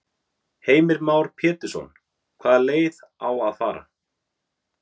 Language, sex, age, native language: Icelandic, male, 30-39, Icelandic